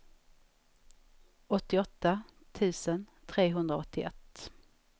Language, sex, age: Swedish, female, 34